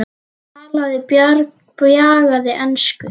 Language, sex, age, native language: Icelandic, female, 10, Icelandic